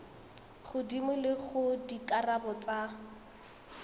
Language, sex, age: Tswana, female, 21